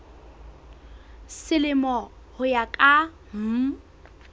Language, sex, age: Southern Sotho, female, 20